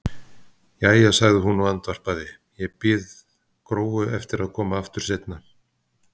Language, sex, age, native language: Icelandic, male, 50-59, Icelandic